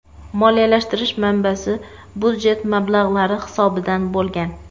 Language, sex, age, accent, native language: Uzbek, female, 25-34, Xorazm, Uzbek